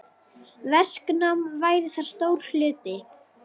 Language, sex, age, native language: Icelandic, female, 9, Icelandic